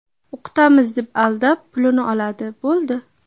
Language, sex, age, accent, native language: Uzbek, female, 12-17, Qashqadaryo, Uzbek